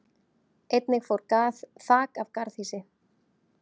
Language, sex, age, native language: Icelandic, female, 30-39, Icelandic